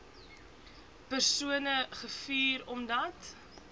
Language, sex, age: Afrikaans, female, 20